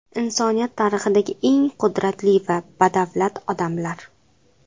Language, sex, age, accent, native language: Uzbek, female, 18-24, Qashqadaryo, Uzbek